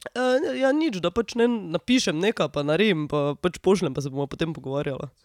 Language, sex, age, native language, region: Slovenian, female, 18-29, Slovenian, Drava region